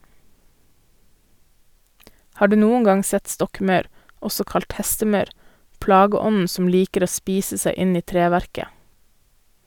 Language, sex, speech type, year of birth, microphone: Norwegian, female, read, 1988, Sennheiser